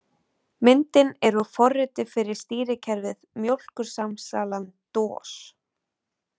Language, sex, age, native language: Icelandic, female, 20-29, Icelandic